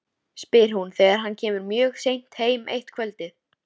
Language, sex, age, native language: Icelandic, female, 13, Icelandic